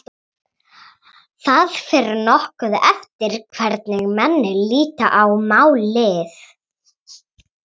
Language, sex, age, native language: Icelandic, female, 30-39, Icelandic